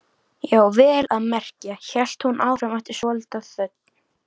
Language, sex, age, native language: Icelandic, female, 13, Icelandic